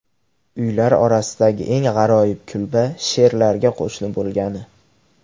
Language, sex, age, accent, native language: Uzbek, male, 18-24, Andijon, Uzbek